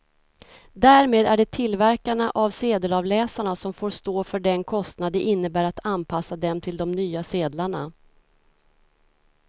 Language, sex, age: Swedish, female, 46